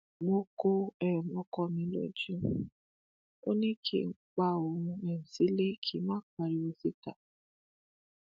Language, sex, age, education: Yoruba, female, 15-29, tertiary